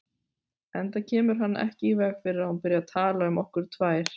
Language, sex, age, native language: Icelandic, female, 40-49, Icelandic